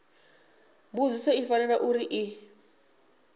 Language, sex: Venda, female